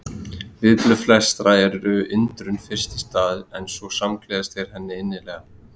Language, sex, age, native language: Icelandic, male, 30-39, Icelandic